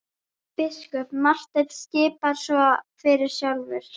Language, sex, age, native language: Icelandic, female, 12, Icelandic